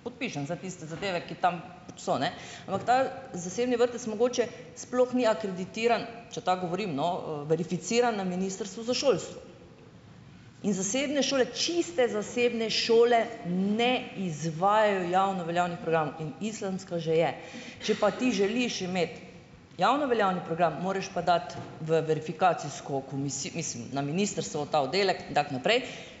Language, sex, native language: Slovenian, female, Slovenian